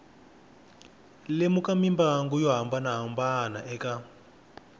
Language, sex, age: Tsonga, male, 21